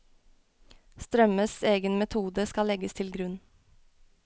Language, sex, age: Norwegian, female, 21